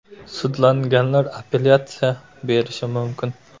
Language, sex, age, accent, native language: Uzbek, male, 18-24, Surxondaryo, Uzbek